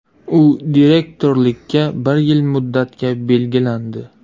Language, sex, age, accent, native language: Uzbek, male, 18-24, Navoiy, Uzbek